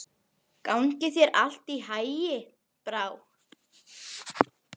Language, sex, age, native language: Icelandic, female, 11, Icelandic